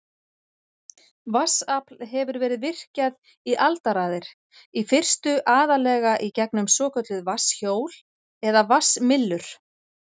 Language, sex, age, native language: Icelandic, female, 40-49, Icelandic